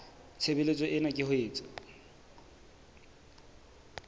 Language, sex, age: Southern Sotho, male, 24